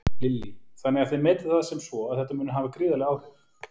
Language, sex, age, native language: Icelandic, male, 40-49, Icelandic